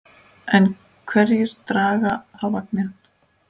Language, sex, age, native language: Icelandic, male, 10, Icelandic